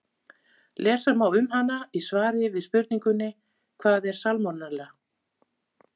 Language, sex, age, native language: Icelandic, female, 50-59, Icelandic